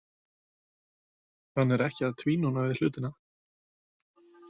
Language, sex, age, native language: Icelandic, male, 20-29, Icelandic